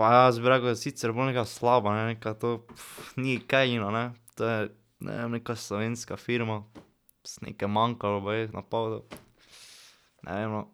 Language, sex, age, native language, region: Slovenian, male, 12-17, Slovenian, Drava region